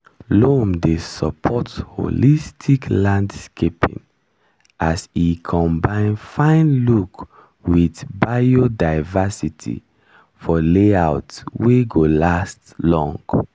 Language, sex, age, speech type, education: Nigerian Pidgin, male, 15-29, spontaneous, tertiary